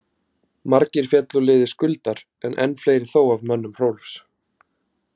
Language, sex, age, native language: Icelandic, male, 30-39, Icelandic